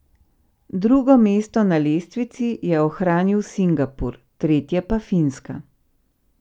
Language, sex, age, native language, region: Slovenian, female, 50-59, Slovenian, Central Slovenia